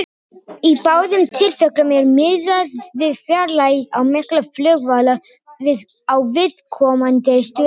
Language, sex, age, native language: Icelandic, other, 18-19, Icelandic